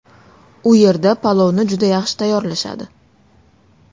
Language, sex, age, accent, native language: Uzbek, female, 19-29, Toshkent shahri, Uzbek